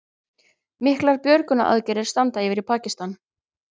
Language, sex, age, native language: Icelandic, female, 30-39, Icelandic